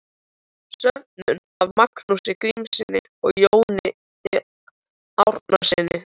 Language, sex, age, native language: Icelandic, male, 13, Icelandic